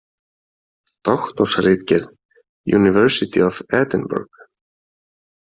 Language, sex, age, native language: Icelandic, male, 40-49, Icelandic